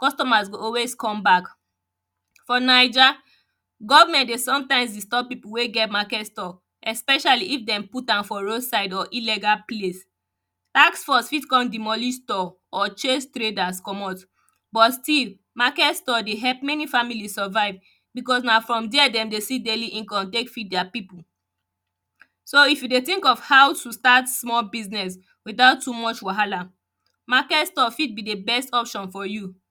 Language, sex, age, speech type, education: Nigerian Pidgin, female, 15-29, spontaneous, tertiary